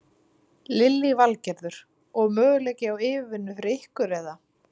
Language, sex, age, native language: Icelandic, female, 30-39, Icelandic